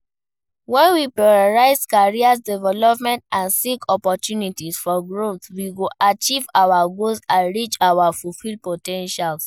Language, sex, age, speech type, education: Nigerian Pidgin, female, 15-29, read, primary